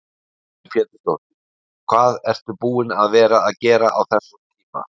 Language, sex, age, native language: Icelandic, male, 60-69, Icelandic